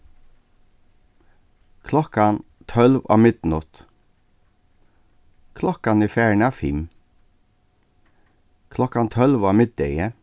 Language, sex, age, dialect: Faroese, male, 36-60, Suðurstreymoy